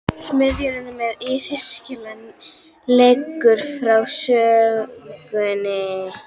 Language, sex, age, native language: Icelandic, female, 12, Icelandic